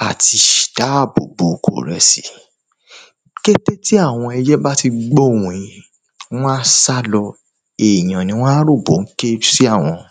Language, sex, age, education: Yoruba, male, 15-29, tertiary